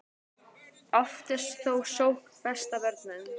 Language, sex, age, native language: Icelandic, female, 18-19, Icelandic